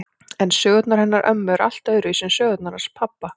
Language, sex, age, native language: Icelandic, female, 40-49, Icelandic